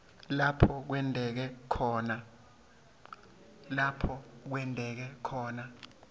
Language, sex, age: Swati, male, 23